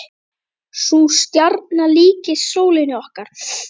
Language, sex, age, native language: Icelandic, male, 8, Icelandic